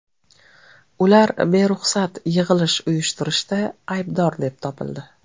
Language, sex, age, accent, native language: Uzbek, female, 35+, Toshkent viloyati, Uzbek